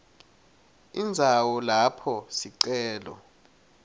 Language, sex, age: Swati, male, 21